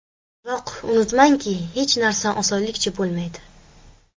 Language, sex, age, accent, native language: Uzbek, female, 12-17, Qashqadaryo, Uzbek